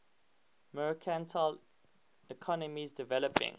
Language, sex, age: English, male, 19